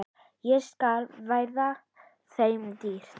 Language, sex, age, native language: Icelandic, female, 10, Icelandic